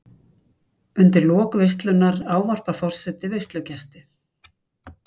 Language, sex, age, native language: Icelandic, female, 60-69, Icelandic